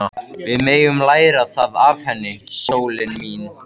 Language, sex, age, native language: Icelandic, male, 13, Icelandic